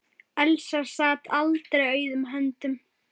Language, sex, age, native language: Icelandic, male, 7, Icelandic